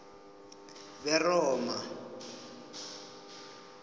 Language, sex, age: South Ndebele, male, 20